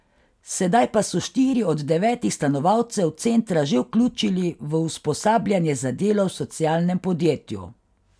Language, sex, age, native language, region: Slovenian, female, 50-59, Slovenian, Carinthia region